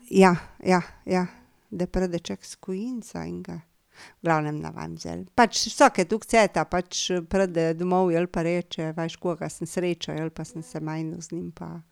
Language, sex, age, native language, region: Slovenian, female, 50-59, Slovenian, Drava region